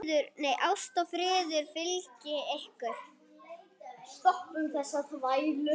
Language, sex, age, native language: Icelandic, male, 8, Icelandic